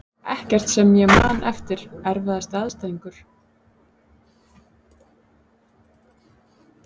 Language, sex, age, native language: Icelandic, female, 30-39, Icelandic